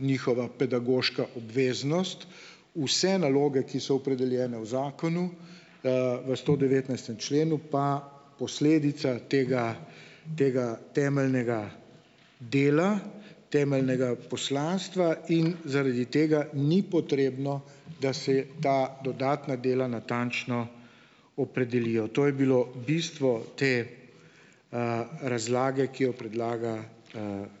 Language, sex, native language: Slovenian, male, Slovenian